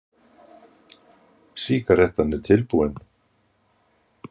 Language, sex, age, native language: Icelandic, male, 60-69, Icelandic